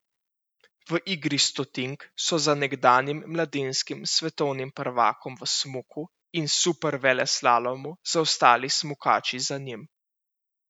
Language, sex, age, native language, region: Slovenian, male, 18-29, Slovenian, Central Slovenia